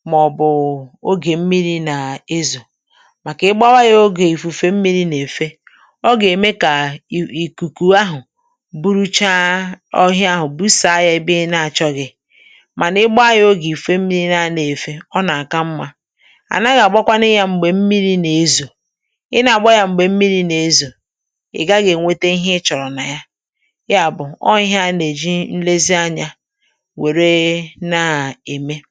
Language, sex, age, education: Igbo, female, 46-60, tertiary